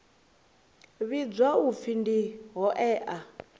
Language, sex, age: Venda, female, 24